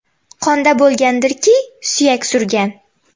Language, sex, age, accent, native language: Uzbek, female, 12-17, Xorazm, Uzbek